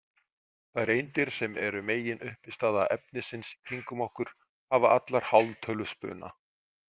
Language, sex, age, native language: Icelandic, male, 40-49, Icelandic